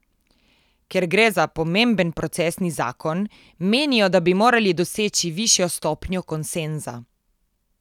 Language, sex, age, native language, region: Slovenian, female, 18-29, Slovenian, Coastal Karst region